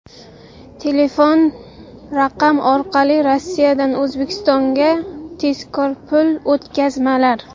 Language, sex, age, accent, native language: Uzbek, female, 19-29, Jizzax, Uzbek